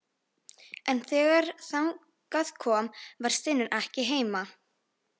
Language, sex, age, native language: Icelandic, female, 13, Icelandic